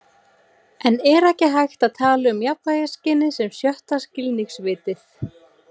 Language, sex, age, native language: Icelandic, female, 18-19, Icelandic